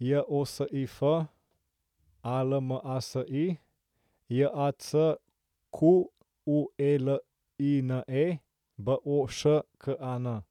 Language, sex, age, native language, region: Slovenian, male, 18-29, Slovenian, Central Slovenia